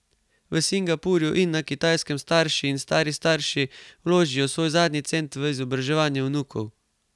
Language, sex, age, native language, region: Slovenian, male, 18-29, Slovenian, Carinthia region